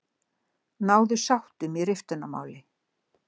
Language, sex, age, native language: Icelandic, female, 60-69, Icelandic